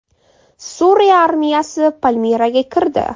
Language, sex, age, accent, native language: Uzbek, female, 18-24, Toshkent shahri, Uzbek